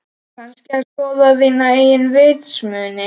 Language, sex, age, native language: Icelandic, male, 11, Icelandic